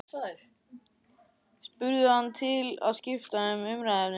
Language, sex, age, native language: Icelandic, male, 14, Icelandic